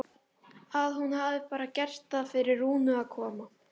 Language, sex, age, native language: Icelandic, female, 12, Icelandic